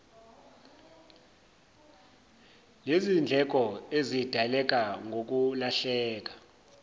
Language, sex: Zulu, male